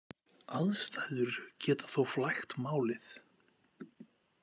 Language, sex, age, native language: Icelandic, male, 50-59, Icelandic